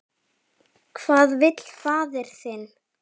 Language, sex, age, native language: Icelandic, female, 10, Icelandic